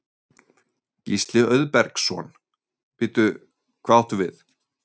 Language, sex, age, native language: Icelandic, male, 30-39, Icelandic